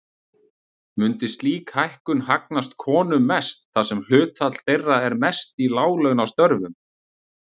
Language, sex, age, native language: Icelandic, male, 30-39, Icelandic